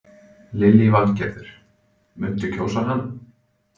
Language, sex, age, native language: Icelandic, male, 20-29, Icelandic